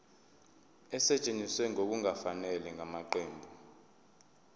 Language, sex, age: Zulu, male, 22